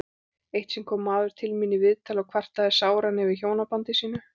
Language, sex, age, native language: Icelandic, female, 40-49, Icelandic